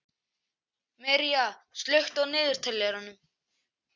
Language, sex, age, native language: Icelandic, male, 11, Icelandic